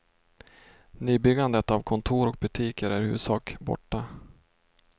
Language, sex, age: Swedish, male, 32